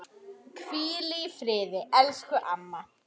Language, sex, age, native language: Icelandic, female, 10, Icelandic